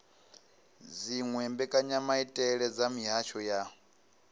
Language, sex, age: Venda, male, 19